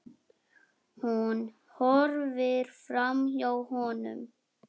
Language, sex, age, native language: Icelandic, male, 6, Icelandic